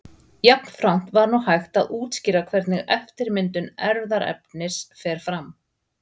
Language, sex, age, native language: Icelandic, female, 40-49, Icelandic